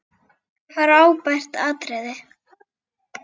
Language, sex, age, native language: Icelandic, female, 9, Icelandic